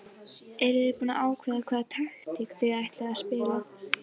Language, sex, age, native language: Icelandic, female, 12, Icelandic